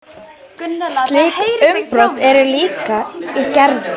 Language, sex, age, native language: Icelandic, female, 13, Icelandic